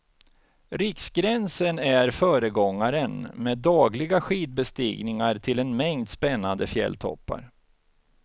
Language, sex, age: Swedish, male, 49